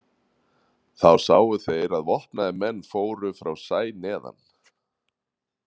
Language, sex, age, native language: Icelandic, male, 30-39, Icelandic